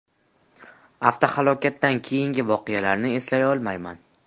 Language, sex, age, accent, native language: Uzbek, male, 12-17, Jizzax, Uzbek